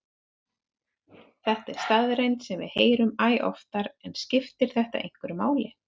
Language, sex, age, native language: Icelandic, female, 30-39, Icelandic